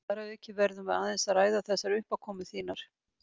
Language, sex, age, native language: Icelandic, female, 50-59, Icelandic